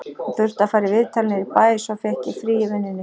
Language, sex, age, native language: Icelandic, female, 40-49, Icelandic